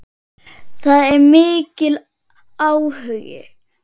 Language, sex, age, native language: Icelandic, female, 8, Icelandic